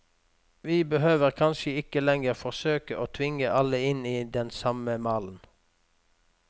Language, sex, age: Norwegian, male, 46